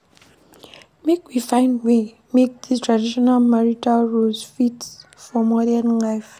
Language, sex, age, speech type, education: Nigerian Pidgin, female, 15-29, read, primary